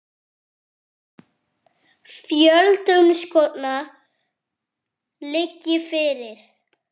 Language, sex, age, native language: Icelandic, male, 8, French